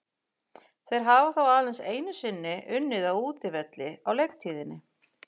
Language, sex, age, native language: Icelandic, female, 40-49, Icelandic